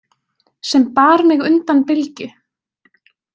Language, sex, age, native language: Icelandic, female, 20-29, Icelandic